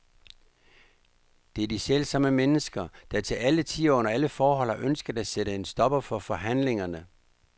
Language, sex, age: Danish, male, 59